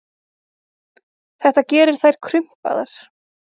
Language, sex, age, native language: Icelandic, female, 30-39, Icelandic